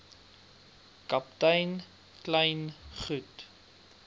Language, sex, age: Afrikaans, male, 22